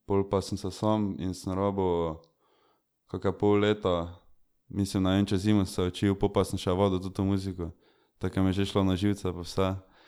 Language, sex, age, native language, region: Slovenian, male, 18-29, Slovenian, Drava region